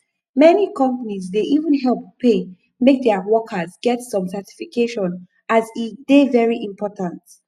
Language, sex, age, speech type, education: Nigerian Pidgin, female, 15-29, spontaneous, tertiary